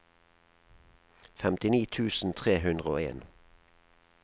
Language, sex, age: Norwegian, male, 37